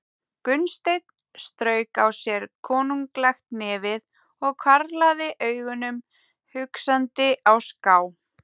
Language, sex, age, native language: Icelandic, female, 30-39, Icelandic